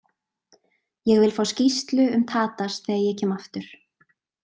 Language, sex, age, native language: Icelandic, female, 20-29, Icelandic